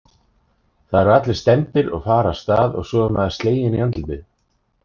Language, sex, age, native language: Icelandic, male, 30-39, Icelandic